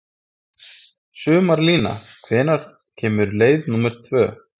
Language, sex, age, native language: Icelandic, male, 20-29, Icelandic